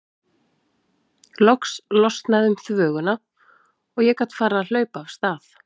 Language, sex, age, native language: Icelandic, female, 30-39, Icelandic